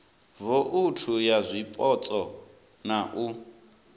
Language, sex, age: Venda, male, 19